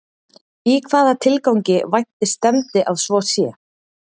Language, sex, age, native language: Icelandic, female, 30-39, Icelandic